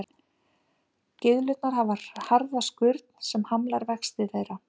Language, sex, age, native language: Icelandic, female, 50-59, Icelandic